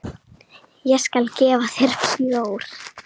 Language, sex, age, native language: Icelandic, female, 9, Icelandic